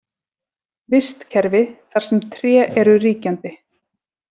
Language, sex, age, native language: Icelandic, female, 40-49, Icelandic